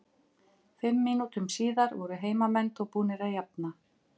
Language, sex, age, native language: Icelandic, female, 50-59, Icelandic